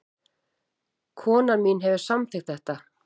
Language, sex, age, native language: Icelandic, female, 40-49, Icelandic